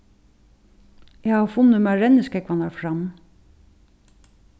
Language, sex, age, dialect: Faroese, female, 36-60, Suðurstreymoy